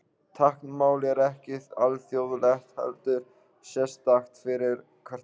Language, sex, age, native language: Icelandic, male, 18-19, Icelandic